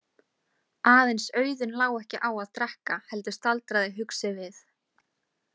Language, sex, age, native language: Icelandic, female, 18-19, Icelandic